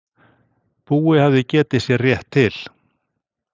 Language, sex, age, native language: Icelandic, male, 60-69, Icelandic